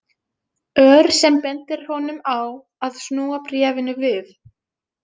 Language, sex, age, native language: Icelandic, female, 20-29, Finnish